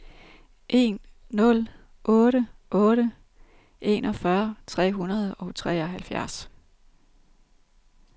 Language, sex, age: Danish, female, 32